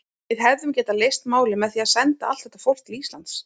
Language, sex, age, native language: Icelandic, female, 30-39, Icelandic